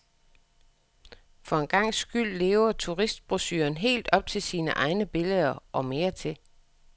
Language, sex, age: Danish, female, 61